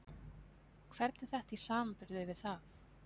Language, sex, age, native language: Icelandic, female, 20-29, Icelandic